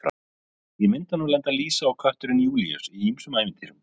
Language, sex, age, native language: Icelandic, male, 30-39, Icelandic